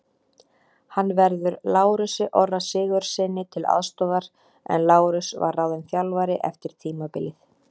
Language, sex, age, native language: Icelandic, female, 30-39, Icelandic